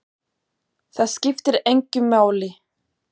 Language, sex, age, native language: Icelandic, female, 20-29, German